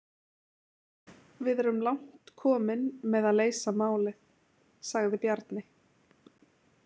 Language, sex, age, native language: Icelandic, female, 20-29, Icelandic